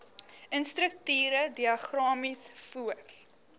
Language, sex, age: Afrikaans, female, 20